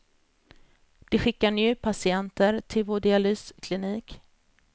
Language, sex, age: Swedish, female, 33